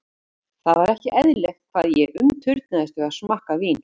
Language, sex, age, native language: Icelandic, female, 50-59, Icelandic